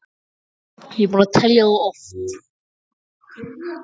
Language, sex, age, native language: Icelandic, male, 14, Icelandic